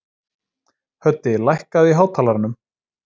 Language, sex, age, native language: Icelandic, male, 30-39, Icelandic